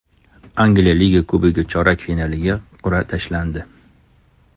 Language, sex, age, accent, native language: Uzbek, male, 35+, Toshkent shahri, Uzbek